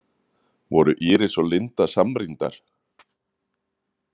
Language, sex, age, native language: Icelandic, male, 30-39, Icelandic